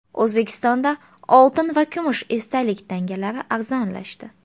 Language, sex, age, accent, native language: Uzbek, female, 25-34, Farg'ona, Uzbek